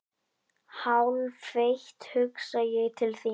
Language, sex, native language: Icelandic, male, Icelandic